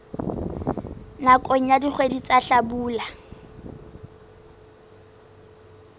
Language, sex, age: Southern Sotho, female, 20